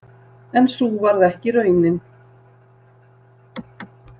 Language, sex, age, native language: Icelandic, female, 60-69, Icelandic